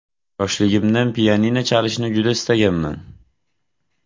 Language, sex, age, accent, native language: Uzbek, male, 18-24, Jizzax, Uzbek